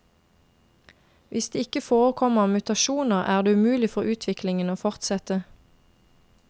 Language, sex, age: Norwegian, female, 22